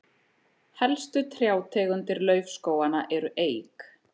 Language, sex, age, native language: Icelandic, female, 30-39, Icelandic